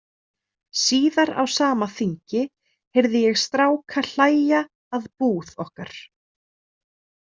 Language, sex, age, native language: Icelandic, female, 30-39, Icelandic